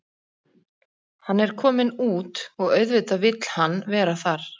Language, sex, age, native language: Icelandic, female, 30-39, Icelandic